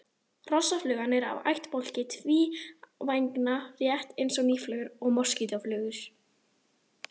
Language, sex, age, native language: Icelandic, female, 30-39, Icelandic